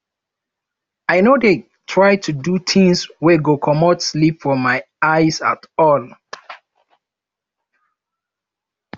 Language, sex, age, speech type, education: Nigerian Pidgin, male, 15-29, spontaneous, tertiary